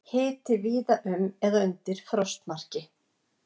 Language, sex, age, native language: Icelandic, female, 60-69, Icelandic